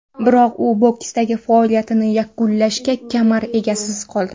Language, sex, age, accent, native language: Uzbek, female, 18-24, Qoraqalpog'iston, Karakalpak